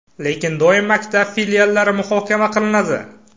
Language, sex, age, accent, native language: Uzbek, male, 18-24, Samarqand, Uzbek